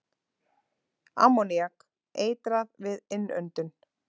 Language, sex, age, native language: Icelandic, female, 30-39, Icelandic